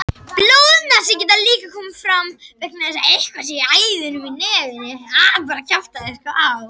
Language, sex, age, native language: Icelandic, male, 60-69, Icelandic